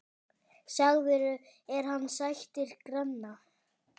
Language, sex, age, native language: Icelandic, male, 10, Icelandic